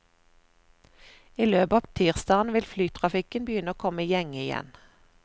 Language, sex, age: Norwegian, female, 41